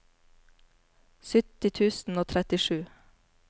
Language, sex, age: Norwegian, female, 34